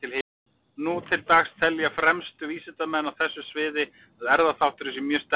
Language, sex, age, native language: Icelandic, male, 40-49, Icelandic